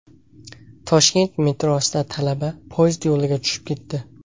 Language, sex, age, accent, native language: Uzbek, male, 18-24, Samarqand, Uzbek